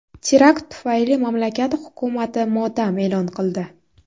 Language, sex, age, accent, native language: Uzbek, female, 19-29, Navoiy, Uzbek